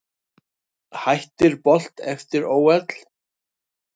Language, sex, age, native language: Icelandic, male, 60-69, Icelandic